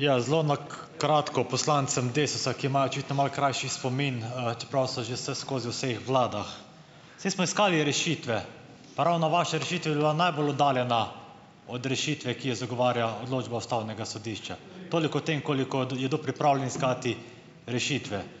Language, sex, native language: Slovenian, male, Slovenian